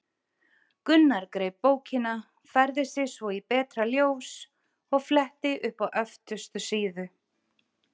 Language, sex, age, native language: Icelandic, female, 30-39, Icelandic